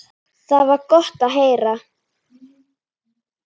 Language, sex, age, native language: Icelandic, female, 8, Icelandic